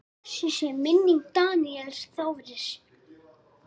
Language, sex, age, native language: Icelandic, female, 10, Icelandic